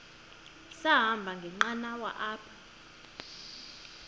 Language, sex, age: Xhosa, female, 23